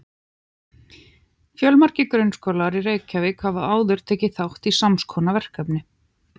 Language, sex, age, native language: Icelandic, female, 30-39, Icelandic